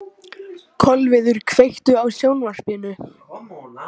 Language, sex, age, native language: Icelandic, male, 18-19, Icelandic